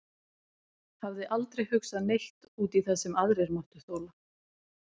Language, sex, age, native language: Icelandic, female, 30-39, Icelandic